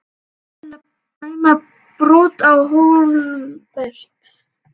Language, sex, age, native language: Icelandic, male, 11, Icelandic